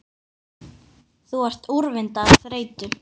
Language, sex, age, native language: Icelandic, female, 10, Icelandic